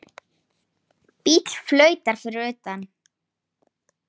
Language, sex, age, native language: Icelandic, female, 8, Icelandic